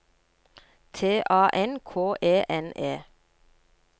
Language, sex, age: Norwegian, female, 39